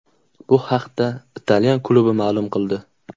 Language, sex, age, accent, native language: Uzbek, male, 18-24, Qashqadaryo, Uzbek